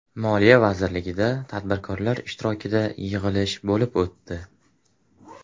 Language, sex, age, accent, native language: Uzbek, male, 18-24, Farg'ona, Uzbek